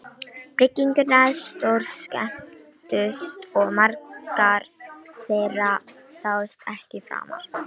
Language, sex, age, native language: Icelandic, female, 18-19, Romanian